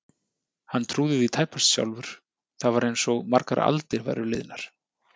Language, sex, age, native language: Icelandic, male, 30-39, Icelandic